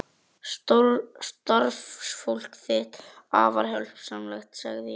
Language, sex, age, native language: Icelandic, male, 11, Icelandic